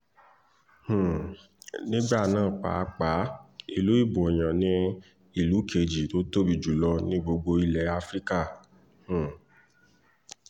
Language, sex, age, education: Yoruba, male, 15-29, tertiary